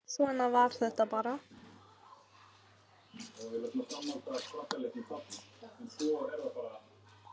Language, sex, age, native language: Icelandic, female, 30-39, Icelandic